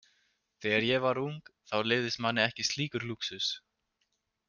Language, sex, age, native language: Icelandic, male, 20-29, Icelandic